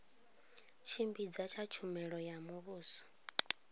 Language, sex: Venda, female